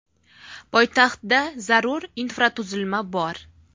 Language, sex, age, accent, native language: Uzbek, female, 19-29, Farg'ona, Uzbek